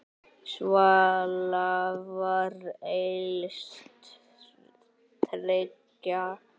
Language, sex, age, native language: Icelandic, male, 9, Icelandic